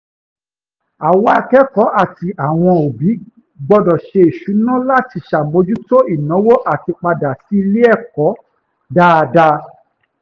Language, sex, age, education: Yoruba, male, 15-29, tertiary